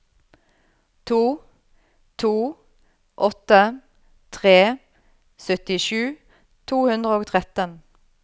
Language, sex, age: Norwegian, female, 38